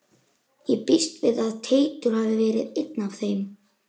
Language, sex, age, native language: Icelandic, male, 11, Icelandic